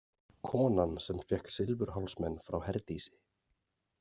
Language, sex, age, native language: Icelandic, male, 40-49, Icelandic